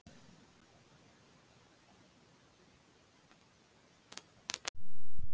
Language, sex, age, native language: Icelandic, female, 60-69, Icelandic